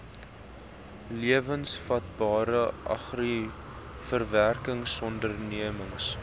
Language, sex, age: Afrikaans, male, 19